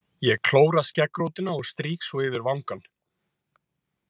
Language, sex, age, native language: Icelandic, male, 50-59, Icelandic